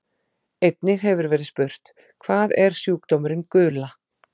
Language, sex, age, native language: Icelandic, female, 40-49, Icelandic